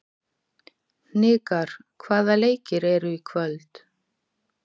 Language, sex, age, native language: Icelandic, female, 40-49, Icelandic